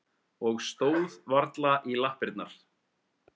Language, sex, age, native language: Icelandic, male, 30-39, Icelandic